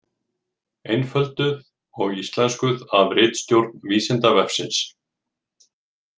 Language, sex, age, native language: Icelandic, male, 40-49, Icelandic